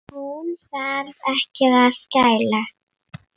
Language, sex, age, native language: Icelandic, female, 6, Icelandic